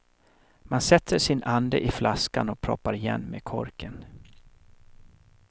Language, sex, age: Swedish, male, 37